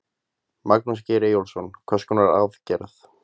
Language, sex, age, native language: Icelandic, male, 20-29, Icelandic